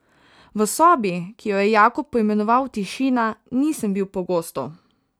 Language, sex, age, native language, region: Slovenian, female, 18-29, Slovenian, Savinja region